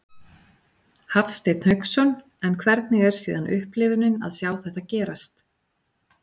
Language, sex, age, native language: Icelandic, female, 40-49, Icelandic